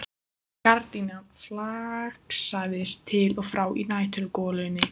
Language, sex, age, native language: Icelandic, female, 15, Icelandic